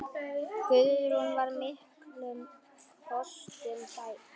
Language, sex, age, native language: Icelandic, male, 10, Icelandic